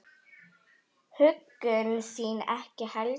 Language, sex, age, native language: Icelandic, female, 10, Icelandic